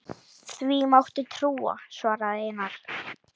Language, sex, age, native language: Icelandic, female, 10, Icelandic